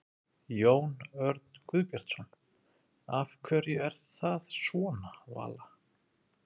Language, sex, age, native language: Icelandic, male, 30-39, Icelandic